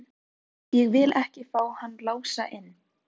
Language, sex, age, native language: Icelandic, female, 13, Filipino